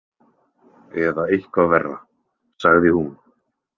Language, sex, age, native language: Icelandic, male, 20-29, Icelandic